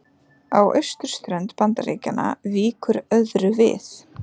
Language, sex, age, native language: Icelandic, female, 30-39, Icelandic